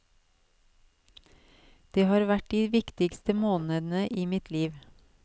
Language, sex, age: Norwegian, female, 37